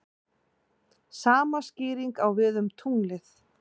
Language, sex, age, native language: Icelandic, female, 40-49, Icelandic